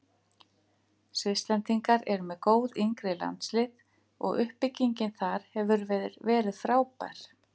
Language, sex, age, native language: Icelandic, female, 50-59, Icelandic